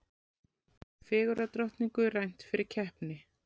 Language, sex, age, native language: Icelandic, female, 40-49, Icelandic